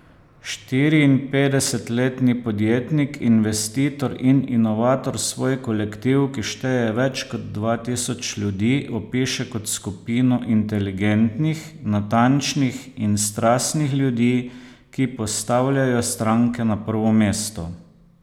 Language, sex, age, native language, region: Slovenian, male, 50-59, Slovenian, Posavska region